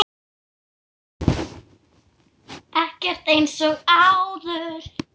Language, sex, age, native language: Icelandic, female, 9, Icelandic